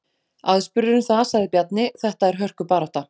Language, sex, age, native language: Icelandic, female, 40-49, Icelandic